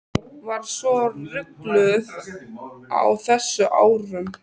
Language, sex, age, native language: Icelandic, other, 13, Icelandic